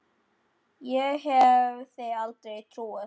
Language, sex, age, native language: Icelandic, male, 10, Icelandic